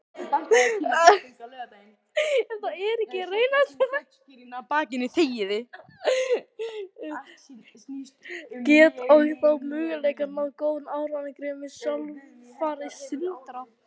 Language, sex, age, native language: Icelandic, female, 18-19, Icelandic